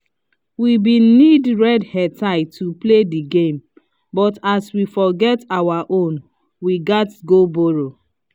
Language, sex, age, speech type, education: Nigerian Pidgin, female, 30-45, spontaneous, tertiary